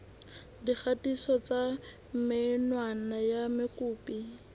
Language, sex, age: Southern Sotho, female, 18